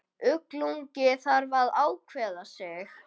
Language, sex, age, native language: Icelandic, male, 10, Icelandic